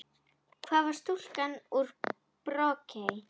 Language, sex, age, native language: Icelandic, female, 10, Icelandic